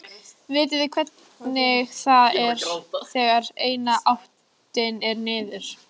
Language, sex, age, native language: Icelandic, female, 14, Icelandic